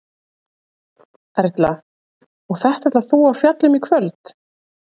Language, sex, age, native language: Icelandic, female, 30-39, Icelandic